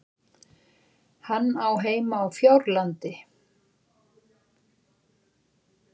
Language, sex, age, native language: Icelandic, female, 60-69, Icelandic